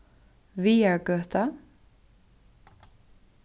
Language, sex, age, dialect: Faroese, female, 15-35, Suðurstreymoy